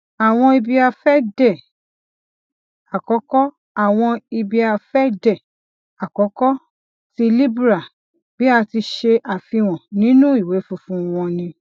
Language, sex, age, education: Yoruba, female, 46-60, tertiary